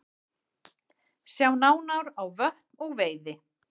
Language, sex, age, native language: Icelandic, female, 40-49, Icelandic